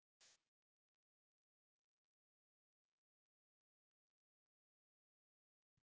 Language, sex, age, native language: Icelandic, male, 40-49, English